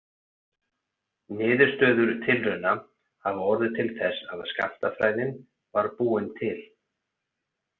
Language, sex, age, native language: Icelandic, male, 40-49, Icelandic